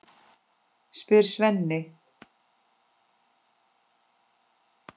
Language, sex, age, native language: Icelandic, female, 10, Icelandic